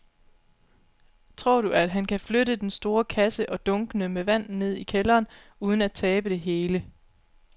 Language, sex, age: Danish, female, 29